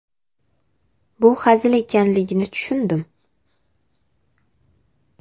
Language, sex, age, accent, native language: Uzbek, female, 18-24, Andijon, Uzbek